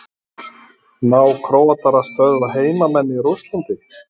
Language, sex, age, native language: Icelandic, male, 30-39, Icelandic